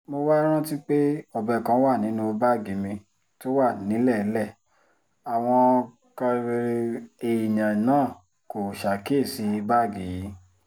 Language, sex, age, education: Yoruba, female, 30-45, tertiary